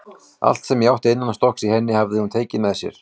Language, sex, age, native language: Icelandic, male, 40-49, Icelandic